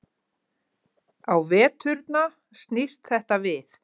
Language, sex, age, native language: Icelandic, female, 50-59, Icelandic